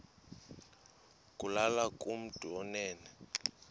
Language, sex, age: Xhosa, male, 19